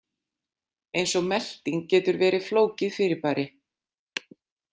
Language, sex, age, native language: Icelandic, female, 40-49, Icelandic